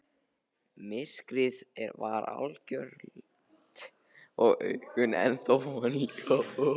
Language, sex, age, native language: Icelandic, other, 13, Icelandic